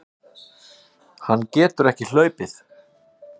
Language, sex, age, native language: Icelandic, male, 50-59, Icelandic